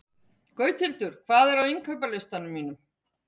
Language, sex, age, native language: Icelandic, female, 50-59, Icelandic